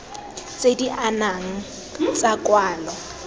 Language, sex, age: Tswana, female, 19